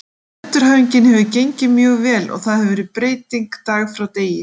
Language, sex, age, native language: Icelandic, female, 50-59, Icelandic